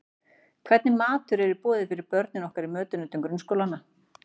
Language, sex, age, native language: Icelandic, female, 40-49, Icelandic